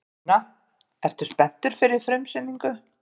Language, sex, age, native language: Icelandic, female, 50-59, Icelandic